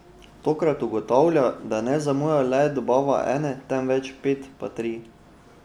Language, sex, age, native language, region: Slovenian, male, 12-17, Slovenian, Drava region